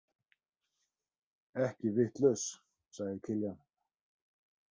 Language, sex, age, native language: Icelandic, male, 30-39, Icelandic